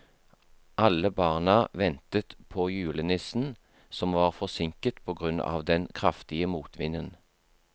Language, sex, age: Norwegian, male, 43